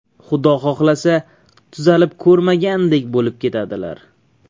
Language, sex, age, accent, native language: Uzbek, male, 18-24, Toshkent viloyati, Uzbek